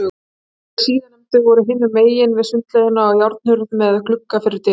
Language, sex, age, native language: Icelandic, female, 30-39, Icelandic